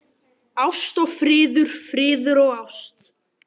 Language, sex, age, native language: Icelandic, male, 12, Icelandic